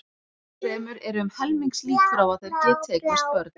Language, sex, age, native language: Icelandic, female, 30-39, Icelandic